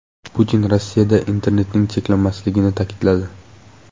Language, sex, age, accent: Uzbek, male, 18-24, Qoraqalpog'iston